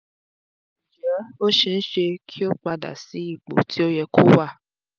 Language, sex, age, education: Yoruba, female, 15-29, tertiary